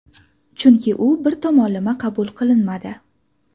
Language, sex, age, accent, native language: Uzbek, female, 18-24, Farg'ona, Uzbek